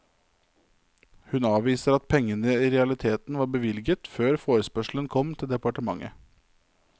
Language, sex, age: Norwegian, male, 27